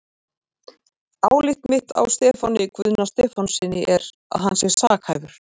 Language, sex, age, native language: Icelandic, female, 40-49, Icelandic